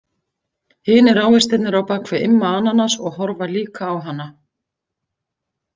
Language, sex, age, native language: Icelandic, female, 50-59, Icelandic